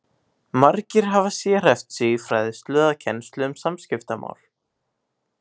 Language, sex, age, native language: Icelandic, male, 18-19, Icelandic